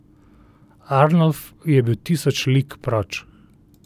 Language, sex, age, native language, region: Slovenian, male, 30-49, Slovenian, Central Slovenia